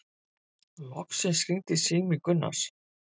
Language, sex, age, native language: Icelandic, female, 50-59, Icelandic